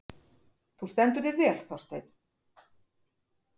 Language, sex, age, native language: Icelandic, female, 50-59, Icelandic